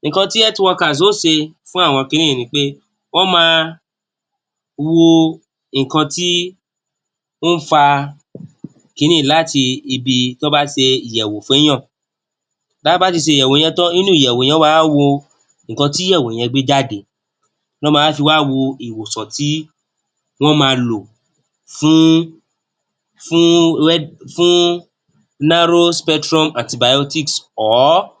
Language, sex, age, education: Yoruba, male, 30-45, tertiary